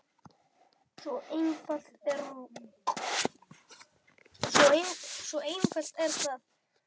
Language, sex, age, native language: Icelandic, male, 7, Icelandic